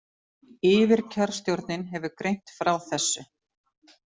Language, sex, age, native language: Icelandic, female, 50-59, Icelandic